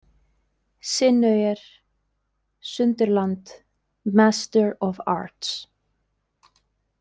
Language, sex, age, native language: Icelandic, female, 20-29, Icelandic